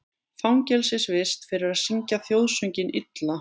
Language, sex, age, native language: Icelandic, female, 20-29, Icelandic